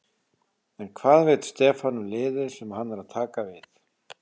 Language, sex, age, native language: Icelandic, male, 40-49, Icelandic